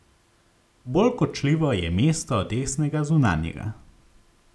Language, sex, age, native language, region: Slovenian, male, 18-29, Slovenian, Gorenjska region